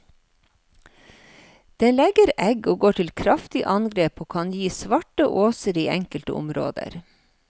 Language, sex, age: Norwegian, female, 53